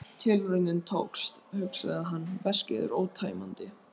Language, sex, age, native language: Icelandic, male, 12, Icelandic